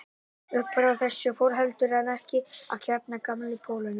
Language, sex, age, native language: Icelandic, male, 18-19, Icelandic